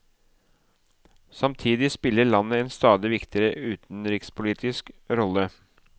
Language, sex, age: Norwegian, male, 37